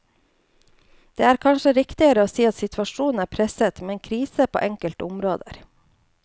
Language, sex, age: Norwegian, female, 29